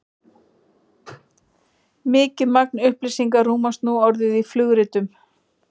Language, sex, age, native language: Icelandic, female, 40-49, Icelandic